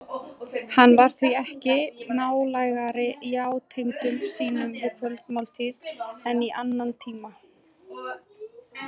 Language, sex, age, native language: Icelandic, female, 20-29, Icelandic